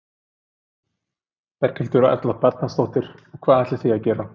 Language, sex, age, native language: Icelandic, male, 30-39, Icelandic